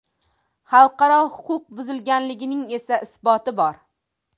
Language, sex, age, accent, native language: Uzbek, female, 25-34, Toshkent viloyati, Uzbek